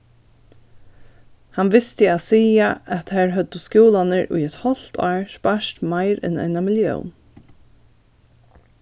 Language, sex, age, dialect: Faroese, female, 15-35, Norðurstreymoy/Eysturoy